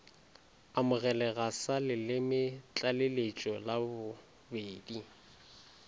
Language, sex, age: Northern Sotho, male, 20